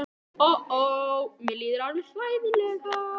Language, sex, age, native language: Icelandic, male, 11, Icelandic